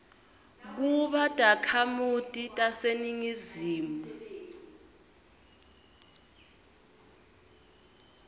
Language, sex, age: Swati, female, 22